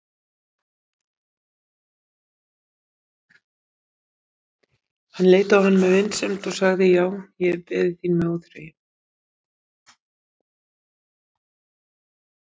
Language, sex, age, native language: Icelandic, female, 50-59, Icelandic